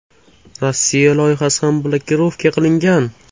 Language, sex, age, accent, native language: Uzbek, male, 18-24, Toshkent shahri, Uzbek